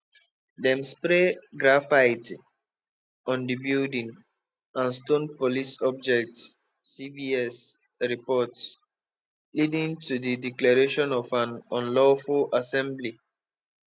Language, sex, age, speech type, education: Nigerian Pidgin, male, 15-29, spontaneous, tertiary